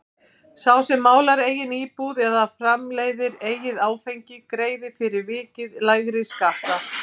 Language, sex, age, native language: Icelandic, female, 50-59, Icelandic